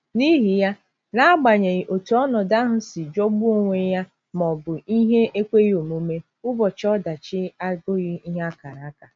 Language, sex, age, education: Igbo, female, 30-45, tertiary